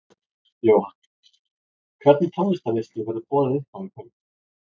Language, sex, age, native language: Icelandic, male, 20-29, Icelandic